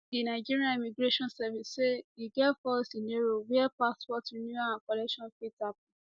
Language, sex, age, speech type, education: Nigerian Pidgin, female, 15-29, spontaneous, tertiary